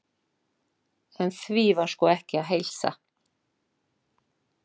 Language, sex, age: Icelandic, female, 60-69